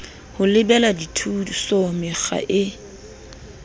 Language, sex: Southern Sotho, female